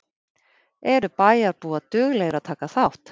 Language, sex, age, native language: Icelandic, female, 50-59, Icelandic